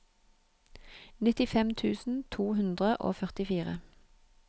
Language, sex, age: Norwegian, female, 31